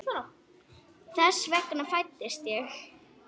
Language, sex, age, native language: Icelandic, female, 9, Icelandic